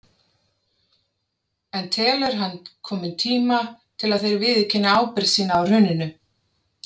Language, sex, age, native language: Icelandic, female, 30-39, Icelandic